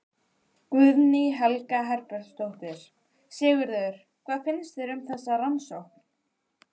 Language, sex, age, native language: Icelandic, female, 12, Icelandic